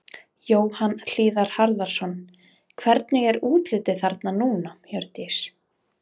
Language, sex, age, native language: Icelandic, female, 20-29, Icelandic